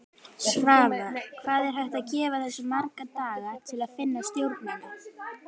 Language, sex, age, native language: Icelandic, female, 18-19, Icelandic